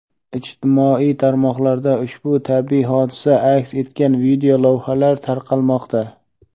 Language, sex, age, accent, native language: Uzbek, male, 18-24, Samarqand, Uzbek